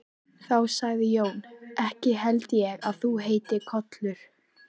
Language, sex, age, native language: Icelandic, female, 13, Icelandic